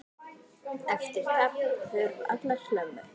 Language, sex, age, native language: Icelandic, female, 9, Icelandic